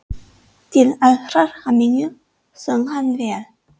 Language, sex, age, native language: Icelandic, female, 30-39, English